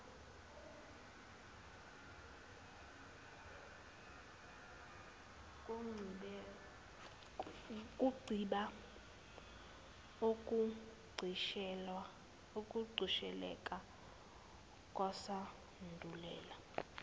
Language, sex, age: Zulu, female, 19